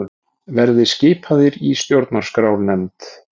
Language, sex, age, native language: Icelandic, male, 40-49, Icelandic